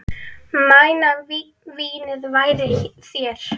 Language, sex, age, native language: Icelandic, female, 9, Icelandic